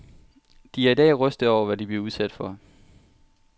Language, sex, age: Danish, male, 23